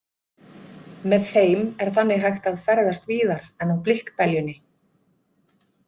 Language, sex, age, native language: Icelandic, female, 50-59, Icelandic